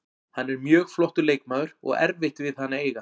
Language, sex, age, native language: Icelandic, male, 40-49, Icelandic